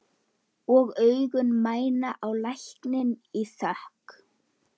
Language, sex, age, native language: Icelandic, female, 11, Icelandic